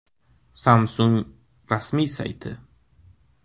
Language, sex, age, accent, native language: Uzbek, male, 18-24, Qashqadaryo, Uzbek